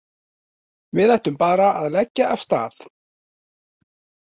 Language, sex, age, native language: Icelandic, male, 40-49, Icelandic